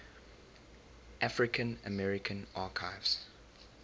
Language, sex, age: English, male, 23